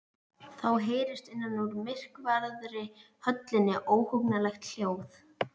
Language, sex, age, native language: Icelandic, female, 11, Icelandic